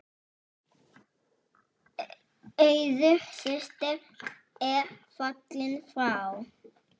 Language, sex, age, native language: Icelandic, male, 6, Icelandic